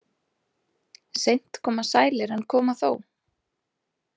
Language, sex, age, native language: Icelandic, female, 30-39, Icelandic